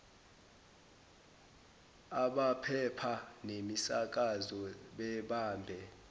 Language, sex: Zulu, male